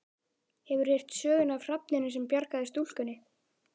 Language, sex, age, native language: Icelandic, male, 11, Icelandic